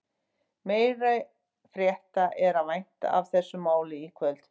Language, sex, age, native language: Icelandic, female, 50-59, Icelandic